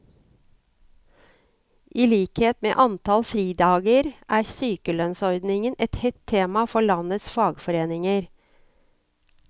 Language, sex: Norwegian, female